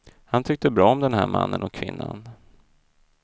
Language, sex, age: Swedish, male, 32